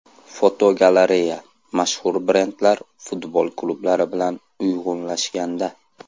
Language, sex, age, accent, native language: Uzbek, male, 18-24, Andijon, Uzbek